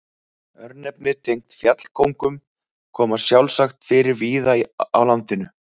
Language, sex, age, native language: Icelandic, male, 30-39, Icelandic